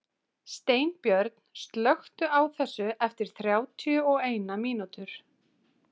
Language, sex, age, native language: Icelandic, female, 30-39, Icelandic